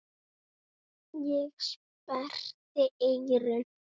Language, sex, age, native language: Icelandic, male, 7, Icelandic